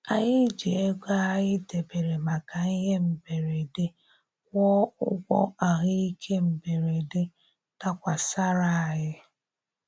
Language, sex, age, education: Igbo, female, 30-45, tertiary